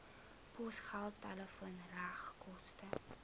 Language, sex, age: Afrikaans, female, 20